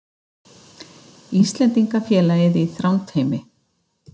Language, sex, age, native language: Icelandic, female, 50-59, Icelandic